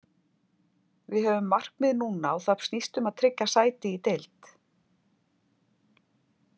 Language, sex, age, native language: Icelandic, female, 50-59, Icelandic